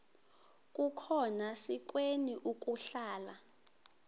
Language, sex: Xhosa, female